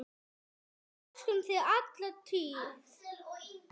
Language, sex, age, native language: Icelandic, male, 9, Icelandic